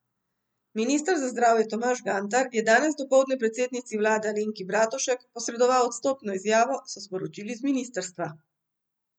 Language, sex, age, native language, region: Slovenian, female, 50-59, Slovenian, Central Slovenia